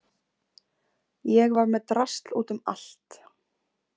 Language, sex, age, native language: Icelandic, female, 20-29, Icelandic